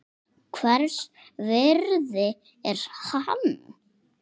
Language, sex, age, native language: Icelandic, male, 6, Icelandic